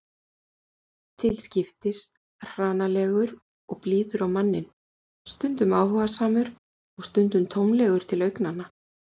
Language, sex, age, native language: Icelandic, female, 40-49, Icelandic